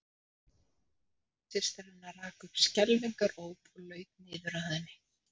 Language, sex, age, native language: Icelandic, female, 30-39, Icelandic